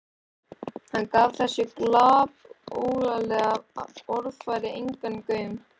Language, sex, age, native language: Icelandic, male, 11, Icelandic